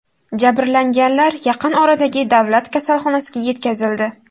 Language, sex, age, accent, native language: Uzbek, female, 18-24, Buxoro, Uzbek